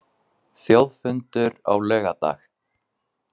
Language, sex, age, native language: Icelandic, male, 20-29, Icelandic